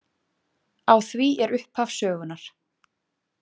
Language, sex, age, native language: Icelandic, female, 20-29, Icelandic